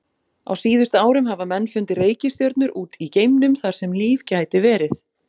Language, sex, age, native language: Icelandic, female, 40-49, Icelandic